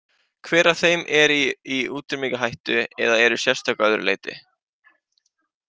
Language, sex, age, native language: Icelandic, male, 18-19, Icelandic